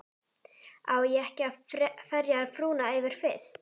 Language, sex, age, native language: Icelandic, female, 12, Icelandic